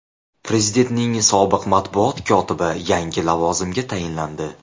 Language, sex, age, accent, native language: Uzbek, male, 18-24, Farg'ona, Uzbek